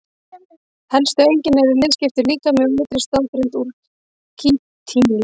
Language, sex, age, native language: Icelandic, female, 30-39, Icelandic